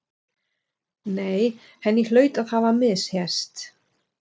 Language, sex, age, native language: Icelandic, female, 40-49, German